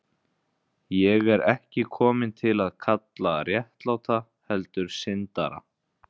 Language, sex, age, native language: Icelandic, male, 20-29, Icelandic